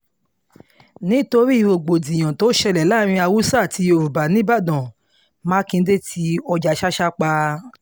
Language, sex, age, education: Yoruba, female, 30-45, tertiary